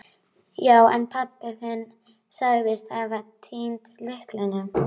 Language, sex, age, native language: Icelandic, female, 12, Icelandic